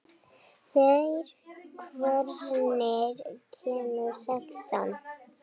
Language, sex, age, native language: Icelandic, female, 12, Icelandic